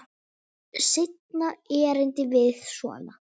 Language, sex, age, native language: Icelandic, female, 8, Icelandic